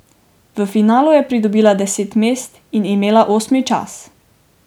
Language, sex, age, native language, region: Slovenian, female, 18-29, Slovenian, Drava region